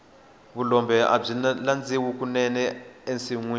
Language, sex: Tsonga, male